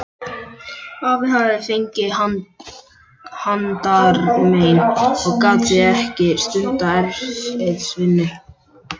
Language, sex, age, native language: Icelandic, male, 11, Icelandic